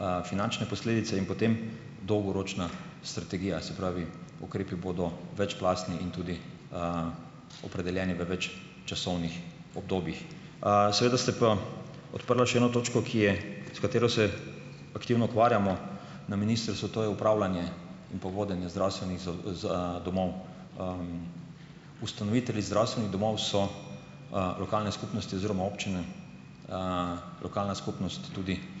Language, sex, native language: Slovenian, male, Slovenian